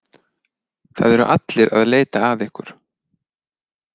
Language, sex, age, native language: Icelandic, male, 30-39, Icelandic